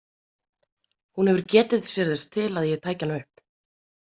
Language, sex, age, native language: Icelandic, female, 30-39, Icelandic